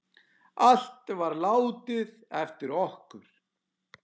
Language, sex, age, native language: Icelandic, male, 10, Icelandic